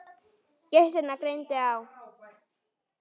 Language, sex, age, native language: Icelandic, male, 9, Icelandic